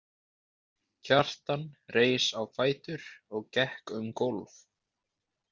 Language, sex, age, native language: Icelandic, male, 20-29, Icelandic